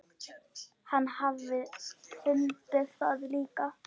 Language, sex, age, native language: Icelandic, female, 10, Icelandic